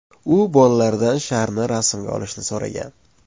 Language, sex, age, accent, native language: Uzbek, male, 25-34, Surxondaryo, Uzbek